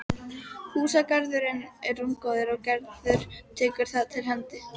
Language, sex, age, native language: Icelandic, female, 12, Icelandic